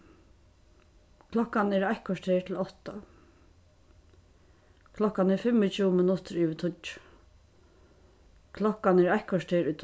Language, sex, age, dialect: Faroese, female, 36-60, Suðurstreymoy